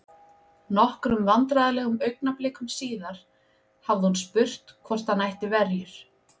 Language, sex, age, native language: Icelandic, female, 20-29, Icelandic